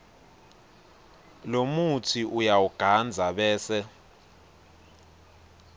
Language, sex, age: Swati, male, 20